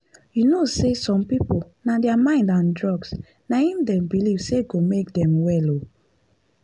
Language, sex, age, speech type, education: Nigerian Pidgin, female, 15-29, spontaneous, tertiary